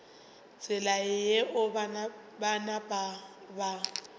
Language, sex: Northern Sotho, female